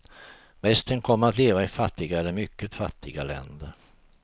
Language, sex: Swedish, male